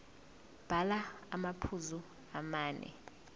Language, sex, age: Zulu, female, 24